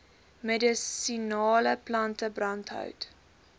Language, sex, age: Afrikaans, female, 18